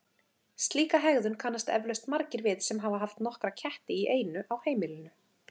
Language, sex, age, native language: Icelandic, female, 30-39, Icelandic